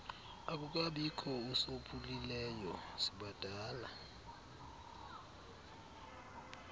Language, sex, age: Xhosa, male, 35